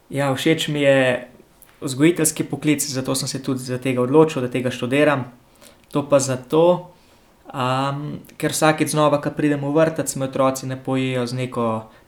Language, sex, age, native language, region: Slovenian, male, 18-29, Slovenian, Central Slovenia